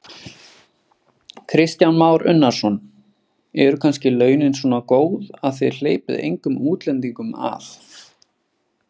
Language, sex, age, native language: Icelandic, male, 20-29, Icelandic